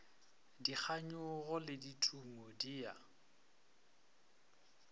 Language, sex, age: Northern Sotho, male, 23